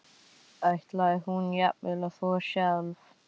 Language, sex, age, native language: Icelandic, female, 12, Icelandic